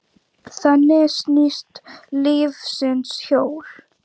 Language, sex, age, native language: Icelandic, female, 10, Icelandic